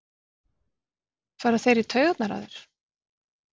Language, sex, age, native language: Icelandic, female, 40-49, Icelandic